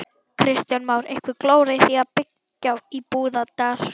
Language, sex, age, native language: Icelandic, female, 11, Icelandic